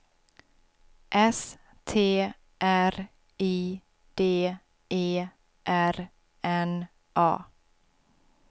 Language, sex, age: Swedish, female, 26